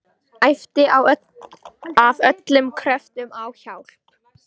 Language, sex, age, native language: Icelandic, female, 14, Icelandic